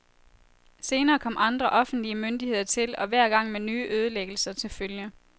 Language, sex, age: Danish, female, 23